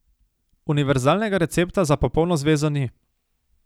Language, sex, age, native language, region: Slovenian, male, 18-29, Slovenian, Savinja region